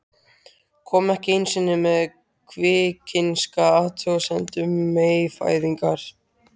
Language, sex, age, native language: Icelandic, male, 13, Icelandic